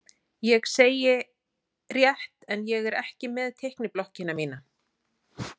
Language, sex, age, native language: Icelandic, female, 40-49, Icelandic